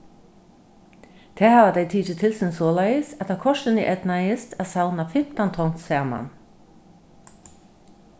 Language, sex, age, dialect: Faroese, female, 36-60, Norðurstreymoy/Eysturoy